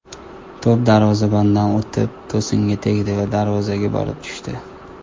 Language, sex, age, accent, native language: Uzbek, male, 19-29, Toshkent shahri, Uzbek